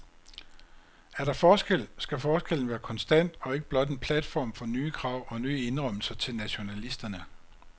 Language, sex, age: Danish, male, 56